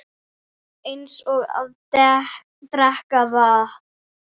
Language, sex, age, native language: Icelandic, female, 8, Icelandic